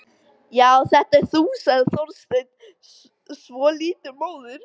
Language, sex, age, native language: Icelandic, female, 13, Icelandic